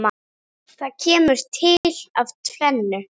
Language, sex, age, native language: Icelandic, female, 8, Icelandic